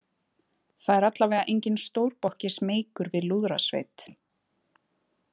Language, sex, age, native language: Icelandic, female, 20-29, Icelandic